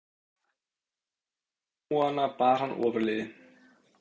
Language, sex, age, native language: Icelandic, male, 20-29, Icelandic